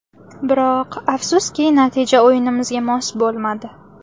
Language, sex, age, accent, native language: Uzbek, female, 18-24, Samarqand, Uzbek